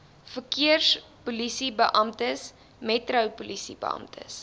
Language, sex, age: Afrikaans, female, 20